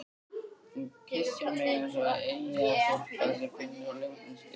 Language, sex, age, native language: Icelandic, male, 13, Icelandic